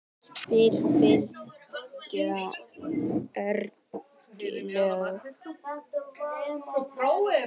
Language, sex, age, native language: Icelandic, male, 18-19, Icelandic